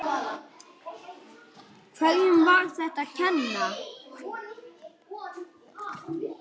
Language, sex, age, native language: Icelandic, male, 8, Icelandic